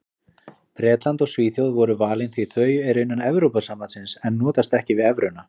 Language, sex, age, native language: Icelandic, male, 40-49, Icelandic